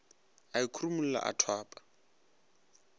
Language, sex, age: Northern Sotho, male, 22